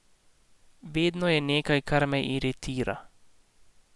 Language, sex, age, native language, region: Slovenian, male, 18-29, Slovenian, Posavska region